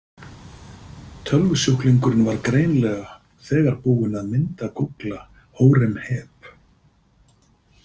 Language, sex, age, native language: Icelandic, male, 50-59, Icelandic